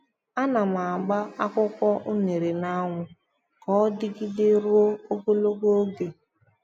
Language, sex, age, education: Igbo, female, 15-29, tertiary